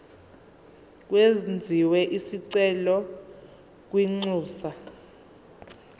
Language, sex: Zulu, female